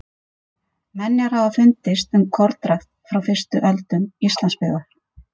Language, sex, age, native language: Icelandic, female, 50-59, Icelandic